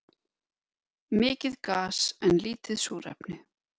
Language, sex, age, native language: Icelandic, female, 50-59, Icelandic